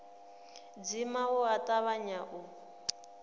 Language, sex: Venda, female